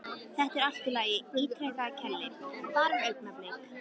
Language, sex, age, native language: Icelandic, female, 13, Icelandic